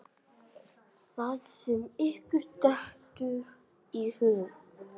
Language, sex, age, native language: Icelandic, male, 18-19, English